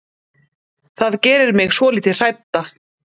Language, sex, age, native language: Icelandic, female, 30-39, Icelandic